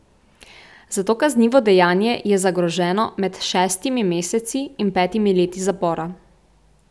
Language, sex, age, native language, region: Slovenian, female, 18-29, Slovenian, Central Slovenia